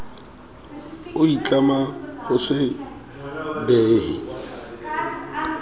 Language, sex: Southern Sotho, male